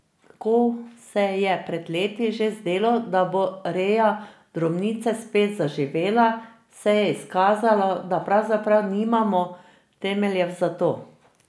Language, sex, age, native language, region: Slovenian, female, 50-59, Slovenian, Drava region